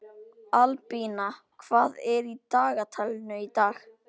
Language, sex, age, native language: Icelandic, male, 12, Icelandic